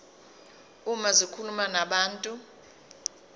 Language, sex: Zulu, female